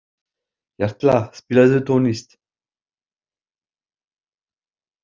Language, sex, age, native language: Icelandic, male, 50-59, French